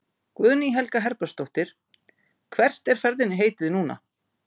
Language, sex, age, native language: Icelandic, female, 50-59, Icelandic